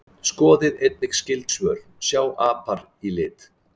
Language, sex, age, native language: Icelandic, male, 40-49, Icelandic